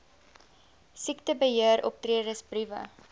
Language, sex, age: Afrikaans, female, 22